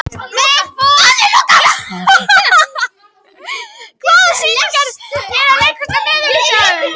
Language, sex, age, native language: Icelandic, female, 11, Icelandic